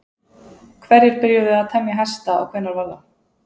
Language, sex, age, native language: Icelandic, female, 20-29, Icelandic